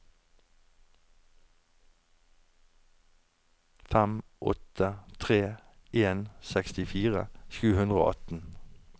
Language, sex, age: Norwegian, male, 49